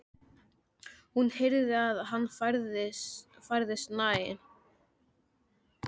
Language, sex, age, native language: Icelandic, male, 13, Icelandic